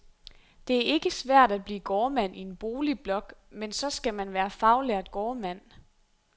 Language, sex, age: Danish, female, 23